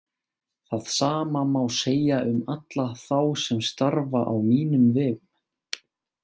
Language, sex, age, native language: Icelandic, male, 18-19, Icelandic